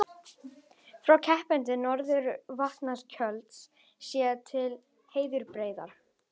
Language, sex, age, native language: Icelandic, female, 18-19, Icelandic